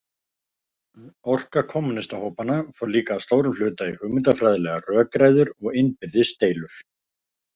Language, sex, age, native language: Icelandic, male, 50-59, Icelandic